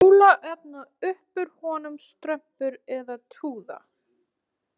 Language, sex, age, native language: Icelandic, female, 20-29, Icelandic